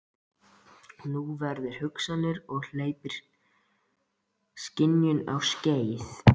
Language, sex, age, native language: Icelandic, male, 13, Icelandic